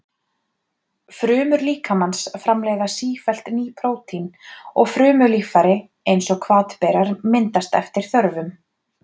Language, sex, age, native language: Icelandic, female, 30-39, Icelandic